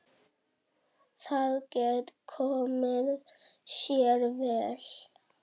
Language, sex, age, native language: Icelandic, female, 18-19, Icelandic